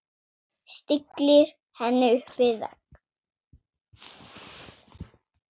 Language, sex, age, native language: Icelandic, female, 7, Swedish